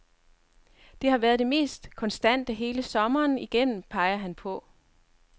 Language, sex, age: Danish, female, 42